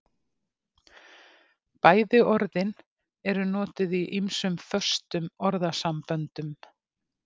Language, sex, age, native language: Icelandic, female, 50-59, Icelandic